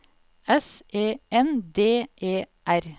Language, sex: Norwegian, female